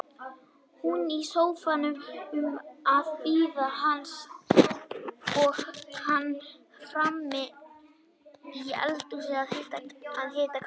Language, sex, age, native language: Icelandic, female, 18-19, Icelandic